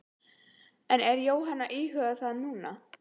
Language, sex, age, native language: Icelandic, female, 12, Icelandic